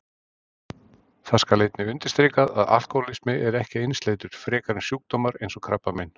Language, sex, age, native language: Icelandic, male, 40-49, Icelandic